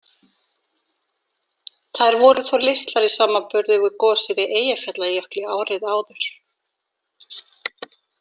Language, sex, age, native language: Icelandic, female, 40-49, Icelandic